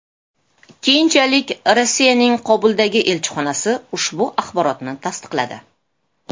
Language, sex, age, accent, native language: Uzbek, female, 35+, Toshkent shahri, Uzbek